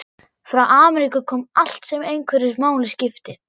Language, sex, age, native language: Icelandic, female, 11, German